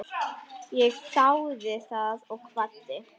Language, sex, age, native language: Icelandic, female, 10, Icelandic